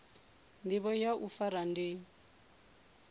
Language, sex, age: Venda, female, 24